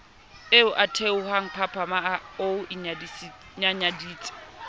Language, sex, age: Southern Sotho, female, 27